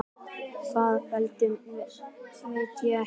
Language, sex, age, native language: Icelandic, male, 10, Icelandic